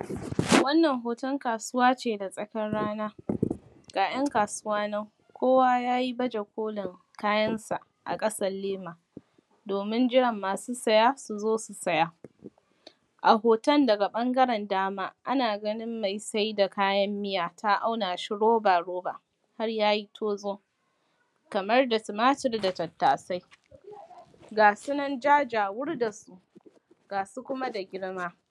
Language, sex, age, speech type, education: Hausa, female, 15-29, spontaneous, primary